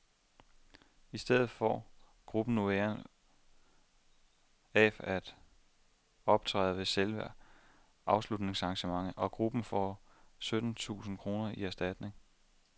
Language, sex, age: Danish, male, 27